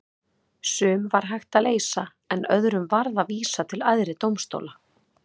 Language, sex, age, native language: Icelandic, female, 30-39, Icelandic